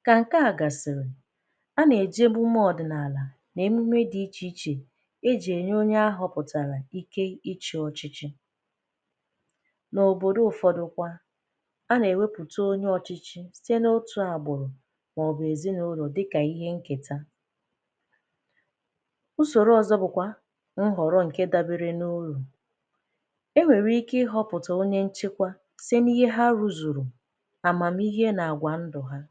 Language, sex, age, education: Igbo, female, 15-29, tertiary